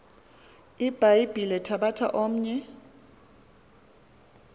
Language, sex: Xhosa, female